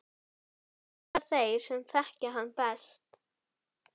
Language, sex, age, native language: Icelandic, female, 11, Icelandic